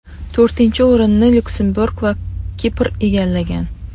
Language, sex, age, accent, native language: Uzbek, female, 35+, Qashqadaryo, Uzbek